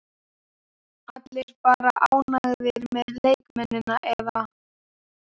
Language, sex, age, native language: Icelandic, male, 12, Icelandic